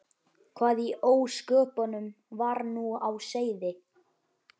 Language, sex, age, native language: Icelandic, male, 11, Icelandic